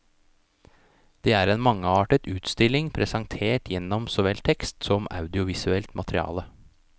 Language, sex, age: Norwegian, male, 29